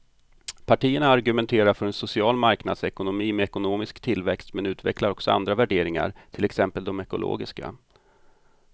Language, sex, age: Swedish, male, 45